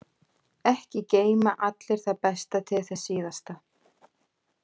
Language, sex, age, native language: Icelandic, female, 30-39, Icelandic